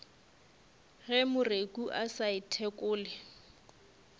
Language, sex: Northern Sotho, female